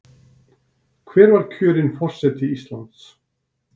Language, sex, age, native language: Icelandic, male, 60-69, Icelandic